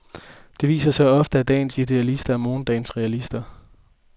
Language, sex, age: Danish, male, 20